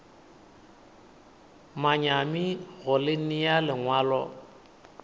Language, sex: Northern Sotho, male